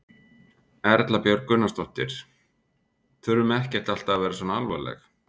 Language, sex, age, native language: Icelandic, male, 40-49, Icelandic